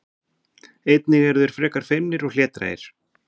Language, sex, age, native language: Icelandic, male, 40-49, Icelandic